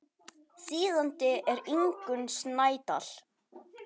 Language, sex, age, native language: Icelandic, male, 10, Icelandic